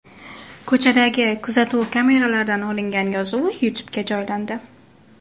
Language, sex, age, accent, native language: Uzbek, female, 18-24, Farg'ona, Uzbek